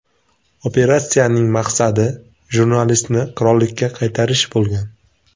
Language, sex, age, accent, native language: Uzbek, male, 18-24, Sirdaryo, Uzbek